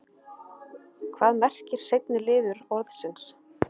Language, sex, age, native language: Icelandic, female, 30-39, Icelandic